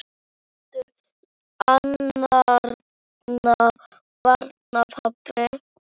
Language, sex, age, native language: Icelandic, female, 9, Icelandic